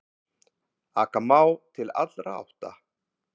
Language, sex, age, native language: Icelandic, male, 50-59, Icelandic